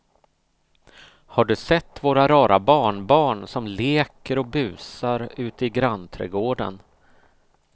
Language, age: Swedish, 38